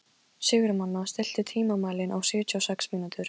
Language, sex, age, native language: Icelandic, female, 13, Polish